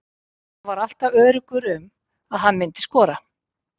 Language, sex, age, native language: Icelandic, female, 50-59, Icelandic